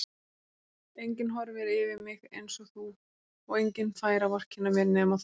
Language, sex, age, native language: Icelandic, female, 30-39, Icelandic